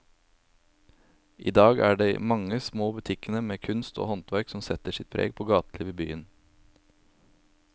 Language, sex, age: Norwegian, male, 27